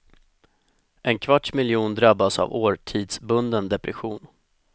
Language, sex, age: Swedish, male, 25